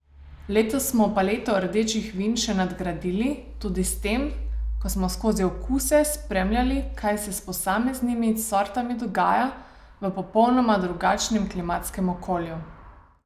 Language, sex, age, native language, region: Slovenian, female, 30-49, Slovenian, Savinja region